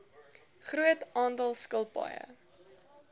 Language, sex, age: Afrikaans, female, 19